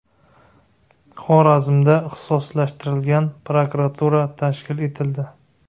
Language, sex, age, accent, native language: Uzbek, male, 25-34, Navoiy, Uzbek